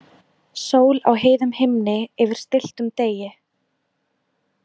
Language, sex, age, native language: Icelandic, female, 20-29, Icelandic